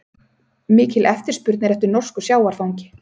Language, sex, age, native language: Icelandic, female, 30-39, Icelandic